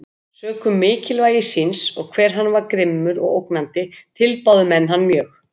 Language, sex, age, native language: Icelandic, female, 50-59, Icelandic